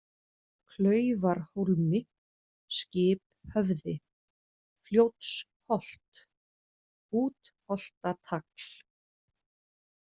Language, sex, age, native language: Icelandic, female, 40-49, Icelandic